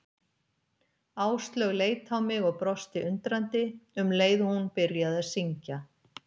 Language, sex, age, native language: Icelandic, female, 50-59, Icelandic